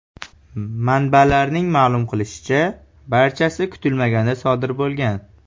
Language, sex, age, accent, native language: Uzbek, male, 18-24, Farg'ona, Uzbek